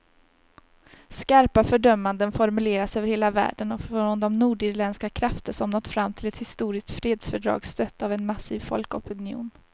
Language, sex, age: Swedish, female, 30